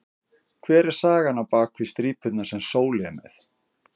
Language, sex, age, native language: Icelandic, male, 50-59, Icelandic